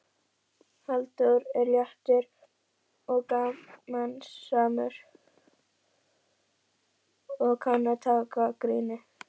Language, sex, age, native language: Icelandic, female, 11, Icelandic